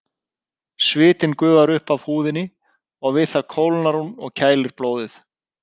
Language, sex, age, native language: Icelandic, male, 30-39, Icelandic